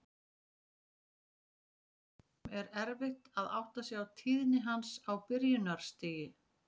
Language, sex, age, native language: Icelandic, female, 40-49, Icelandic